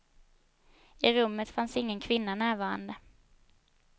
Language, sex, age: Swedish, female, 22